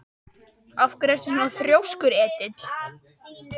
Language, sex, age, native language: Icelandic, male, 12, Icelandic